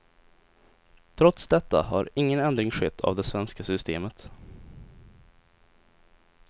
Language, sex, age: Swedish, male, 20